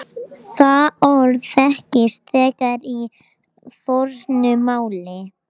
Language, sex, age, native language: Icelandic, male, 18-19, Icelandic